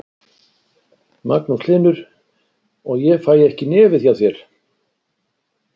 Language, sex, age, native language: Icelandic, male, 60-69, Icelandic